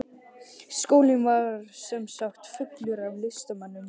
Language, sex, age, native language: Icelandic, male, 12, Icelandic